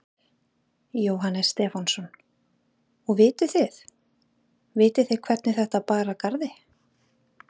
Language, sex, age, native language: Icelandic, female, 30-39, Icelandic